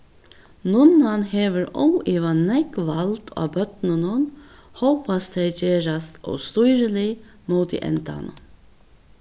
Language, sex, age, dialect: Faroese, female, 61+, Vágar